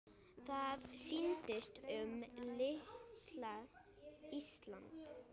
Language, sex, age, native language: Icelandic, female, 8, Icelandic